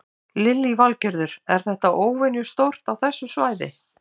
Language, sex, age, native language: Icelandic, female, 50-59, Icelandic